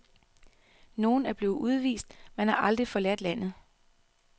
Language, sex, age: Danish, female, 33